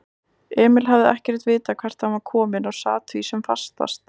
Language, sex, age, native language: Icelandic, female, 20-29, Icelandic